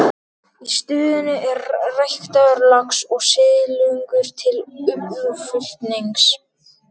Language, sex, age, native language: Icelandic, male, 12, Icelandic